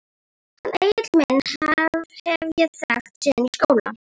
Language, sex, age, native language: Icelandic, female, 11, Icelandic